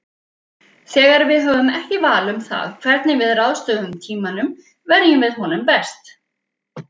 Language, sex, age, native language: Icelandic, female, 50-59, Icelandic